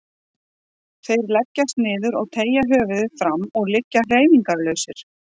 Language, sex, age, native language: Icelandic, female, 40-49, Icelandic